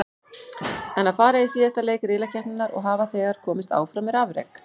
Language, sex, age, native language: Icelandic, female, 40-49, Icelandic